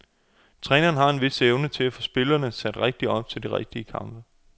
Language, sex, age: Danish, male, 28